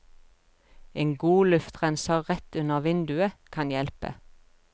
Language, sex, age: Norwegian, female, 42